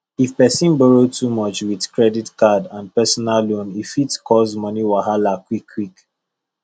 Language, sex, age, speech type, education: Nigerian Pidgin, male, 15-29, spontaneous, tertiary